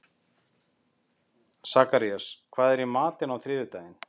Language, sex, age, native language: Icelandic, male, 50-59, Icelandic